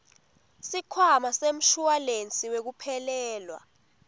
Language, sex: Swati, female